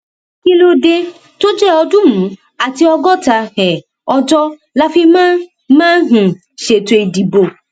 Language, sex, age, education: Yoruba, female, 15-29, tertiary